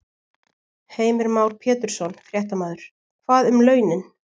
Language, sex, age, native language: Icelandic, female, 20-29, Icelandic